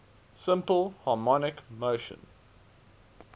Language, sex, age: English, male, 19